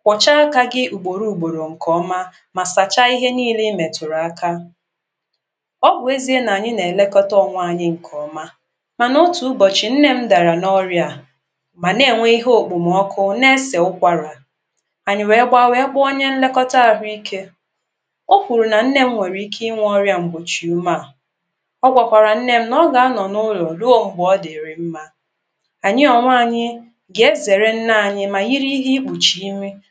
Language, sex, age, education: Igbo, female, 15-29, tertiary